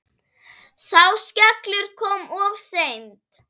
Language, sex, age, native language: Icelandic, female, 8, Icelandic